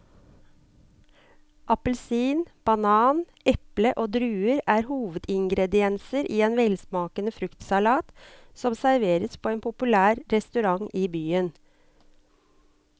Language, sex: Norwegian, female